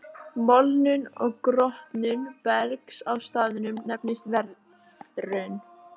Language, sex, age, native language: Icelandic, female, 11, Icelandic